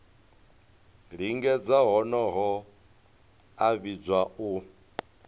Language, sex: Venda, male